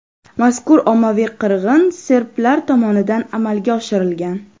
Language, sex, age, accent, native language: Uzbek, female, 12-17, Farg'ona, Uzbek